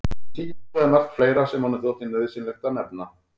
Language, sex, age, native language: Icelandic, female, 40-49, Icelandic